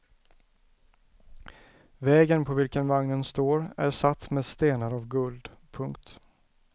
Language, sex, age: Swedish, male, 34